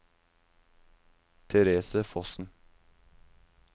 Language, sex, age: Norwegian, male, 19